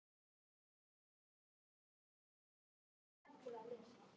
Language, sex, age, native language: Icelandic, male, 18-19, Icelandic